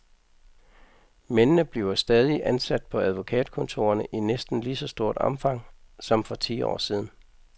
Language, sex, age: Danish, male, 55